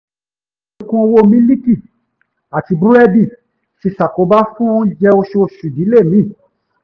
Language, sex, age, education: Yoruba, male, 15-29, tertiary